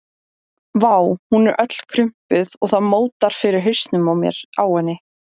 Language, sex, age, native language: Icelandic, female, 17, Icelandic